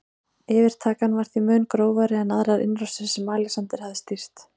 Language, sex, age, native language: Icelandic, female, 30-39, Icelandic